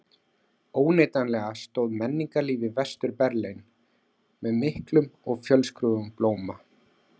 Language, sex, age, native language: Icelandic, male, 40-49, Icelandic